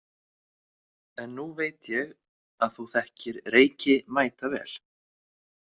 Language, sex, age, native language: Icelandic, male, 30-39, Icelandic